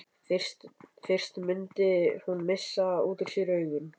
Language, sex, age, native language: Icelandic, male, 11, Icelandic